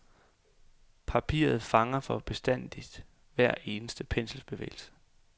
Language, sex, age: Danish, male, 28